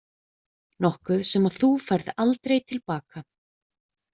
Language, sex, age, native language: Icelandic, female, 20-29, Icelandic